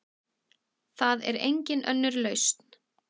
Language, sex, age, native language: Icelandic, male, 6, Icelandic